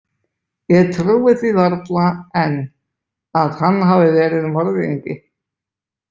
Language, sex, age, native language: Icelandic, male, 20-29, Icelandic